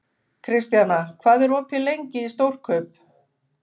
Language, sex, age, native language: Icelandic, female, 50-59, Icelandic